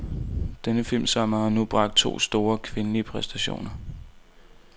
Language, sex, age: Danish, male, 19